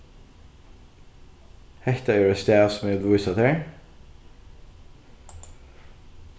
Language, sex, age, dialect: Faroese, male, 15-35, Norðuroyggjar